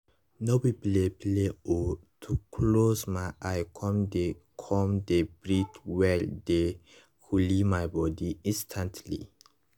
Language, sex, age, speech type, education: Nigerian Pidgin, male, 15-29, spontaneous, tertiary